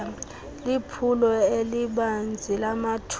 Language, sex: Xhosa, female